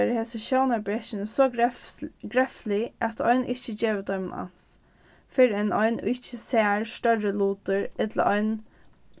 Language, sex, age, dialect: Faroese, female, 15-35, Norðurstreymoy/Eysturoy